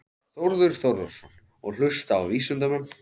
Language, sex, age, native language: Icelandic, male, 13, Icelandic